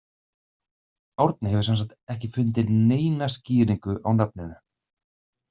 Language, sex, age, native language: Icelandic, male, 30-39, Icelandic